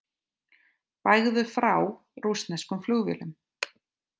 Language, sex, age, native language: Icelandic, female, 30-39, Icelandic